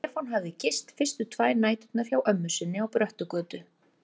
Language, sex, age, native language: Icelandic, female, 30-39, Icelandic